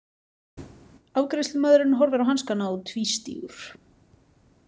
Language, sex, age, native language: Icelandic, female, 30-39, Icelandic